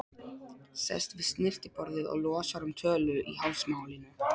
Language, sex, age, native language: Icelandic, male, 12, Polish